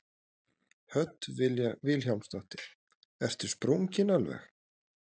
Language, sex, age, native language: Icelandic, male, 30-39, Icelandic